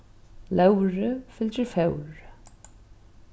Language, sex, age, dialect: Faroese, female, 36-60, Norðuroyggjar